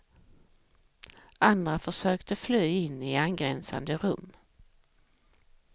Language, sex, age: Swedish, female, 44